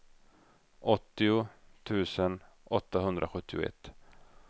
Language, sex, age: Swedish, male, 32